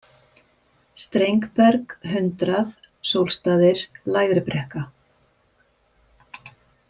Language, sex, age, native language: Icelandic, female, 50-59, Icelandic